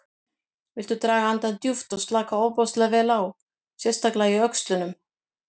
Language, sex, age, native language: Icelandic, female, 50-59, Icelandic